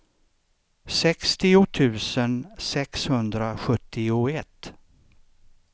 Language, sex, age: Swedish, male, 63